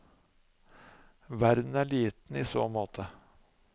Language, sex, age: Norwegian, male, 45